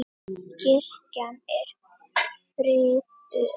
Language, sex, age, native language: Icelandic, female, 9, Icelandic